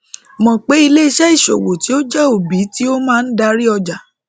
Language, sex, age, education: Yoruba, female, 30-45, tertiary